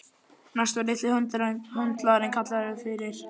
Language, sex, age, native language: Icelandic, male, 11, Icelandic